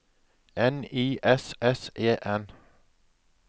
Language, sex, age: Norwegian, male, 57